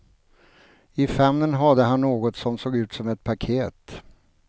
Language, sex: Swedish, male